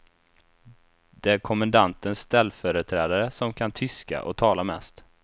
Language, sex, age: Swedish, male, 24